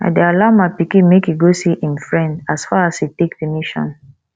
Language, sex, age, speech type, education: Nigerian Pidgin, female, 15-29, spontaneous, tertiary